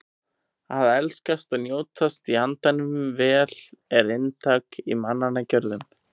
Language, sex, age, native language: Icelandic, male, 18-19, Icelandic